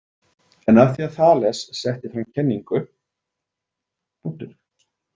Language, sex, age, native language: Icelandic, male, 40-49, Icelandic